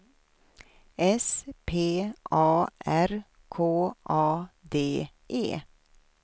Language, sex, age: Swedish, female, 53